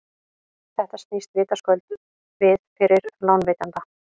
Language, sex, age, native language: Icelandic, female, 18-19, Icelandic